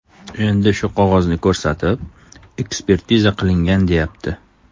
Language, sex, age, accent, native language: Uzbek, male, 35+, Toshkent shahri, Uzbek